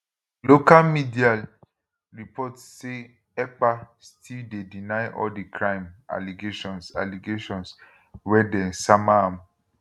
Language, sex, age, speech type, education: Nigerian Pidgin, male, 15-29, spontaneous, tertiary